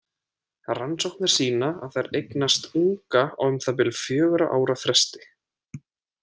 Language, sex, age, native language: Icelandic, male, 30-39, Icelandic